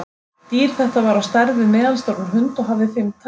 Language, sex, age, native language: Icelandic, female, 30-39, Icelandic